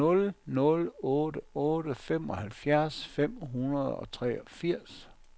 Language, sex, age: Danish, male, 57